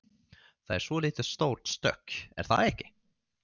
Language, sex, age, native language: Icelandic, male, 30-39, Swedish